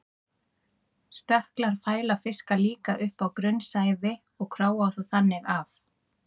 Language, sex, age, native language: Icelandic, female, 30-39, Icelandic